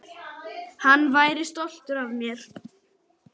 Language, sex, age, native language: Icelandic, male, 10, Icelandic